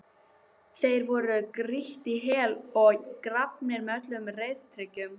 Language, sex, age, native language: Icelandic, female, 12, Icelandic